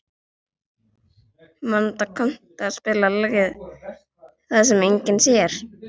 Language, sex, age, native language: Icelandic, female, 11, Icelandic